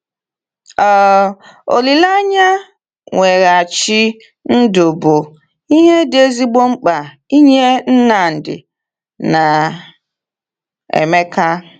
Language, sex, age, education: Igbo, female, 30-45, tertiary